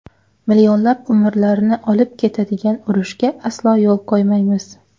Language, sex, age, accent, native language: Uzbek, female, 19-29, Xorazm, Uzbek